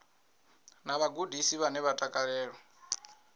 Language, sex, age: Venda, male, 22